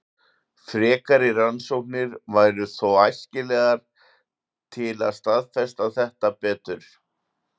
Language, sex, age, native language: Icelandic, male, 40-49, Icelandic